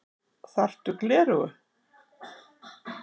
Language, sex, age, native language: Icelandic, female, 60-69, Icelandic